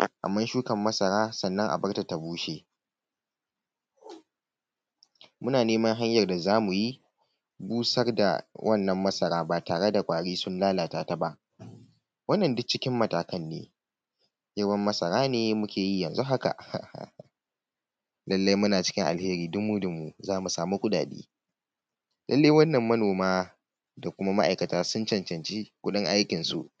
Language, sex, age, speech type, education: Hausa, male, 15-29, spontaneous, tertiary